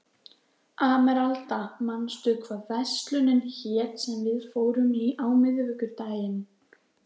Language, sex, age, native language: Icelandic, female, 14, Icelandic